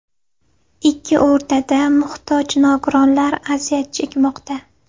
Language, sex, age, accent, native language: Uzbek, female, 18-24, Navoiy, Uzbek